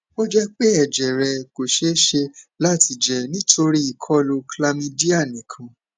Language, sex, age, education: Yoruba, male, 15-29, tertiary